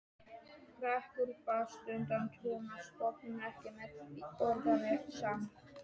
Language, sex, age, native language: Icelandic, male, 18-19, Polish